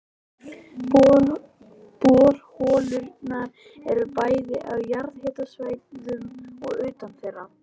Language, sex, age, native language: Icelandic, male, 11, Icelandic